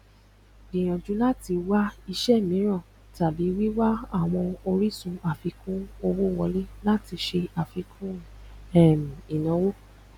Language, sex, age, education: Yoruba, female, 15-29, tertiary